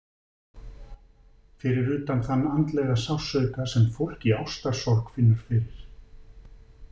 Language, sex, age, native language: Icelandic, male, 50-59, Icelandic